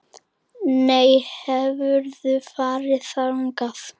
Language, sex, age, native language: Icelandic, female, 10, Icelandic